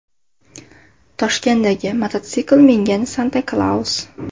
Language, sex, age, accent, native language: Uzbek, female, under 19, Andijon, Uzbek